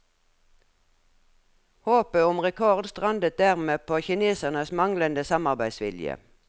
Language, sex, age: Norwegian, female, 57